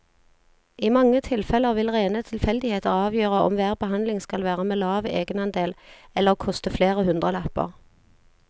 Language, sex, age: Norwegian, female, 40